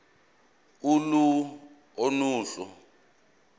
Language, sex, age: Zulu, male, 24